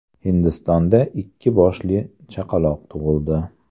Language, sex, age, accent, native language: Uzbek, male, 35+, Andijon, Uzbek